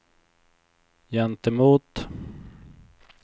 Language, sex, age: Swedish, male, 24